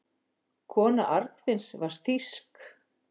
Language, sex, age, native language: Icelandic, female, 50-59, Icelandic